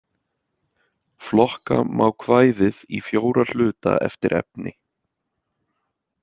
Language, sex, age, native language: Icelandic, male, 30-39, Icelandic